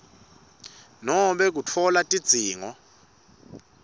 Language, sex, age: Swati, male, 25